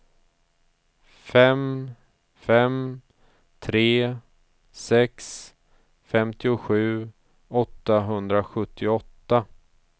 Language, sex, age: Swedish, male, 34